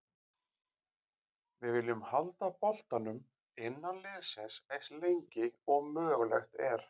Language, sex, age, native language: Icelandic, male, 40-49, Icelandic